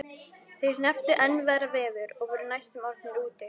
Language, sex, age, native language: Icelandic, female, 11, Icelandic